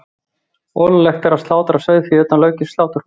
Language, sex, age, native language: Icelandic, male, 40-49, Icelandic